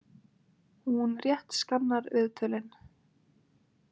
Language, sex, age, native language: Icelandic, female, 20-29, Icelandic